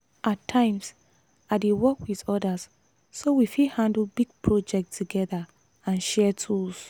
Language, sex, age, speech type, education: Nigerian Pidgin, female, 15-29, spontaneous, tertiary